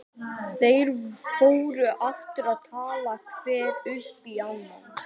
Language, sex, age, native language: Icelandic, male, 11, Icelandic